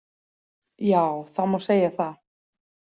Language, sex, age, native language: Icelandic, female, 40-49, Icelandic